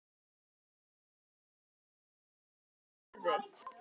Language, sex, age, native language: Icelandic, female, 12, Icelandic